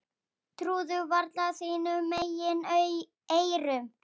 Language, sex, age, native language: Icelandic, female, 8, Icelandic